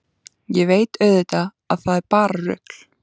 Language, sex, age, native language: Icelandic, female, 14, Icelandic